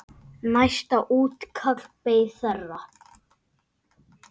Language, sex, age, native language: Icelandic, male, 8, Icelandic